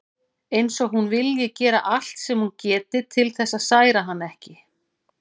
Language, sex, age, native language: Icelandic, female, 40-49, Icelandic